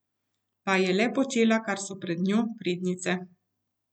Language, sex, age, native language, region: Slovenian, female, 50-59, Slovenian, Central Slovenia